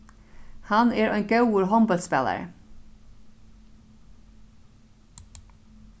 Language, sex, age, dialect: Faroese, female, 36-60, Norðurstreymoy/Eysturoy